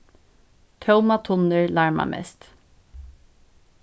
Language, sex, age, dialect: Faroese, female, 15-35, Norðuroyggjar